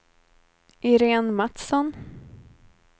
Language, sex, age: Swedish, female, 19